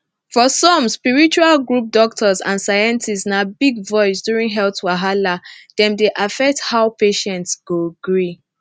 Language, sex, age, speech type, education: Nigerian Pidgin, female, 15-29, spontaneous, tertiary